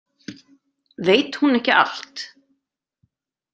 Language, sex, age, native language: Icelandic, female, 30-39, Icelandic